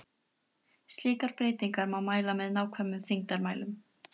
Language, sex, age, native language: Icelandic, female, 13, Icelandic